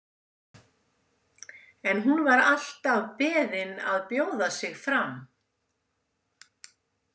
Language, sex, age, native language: Icelandic, female, 70-79, Icelandic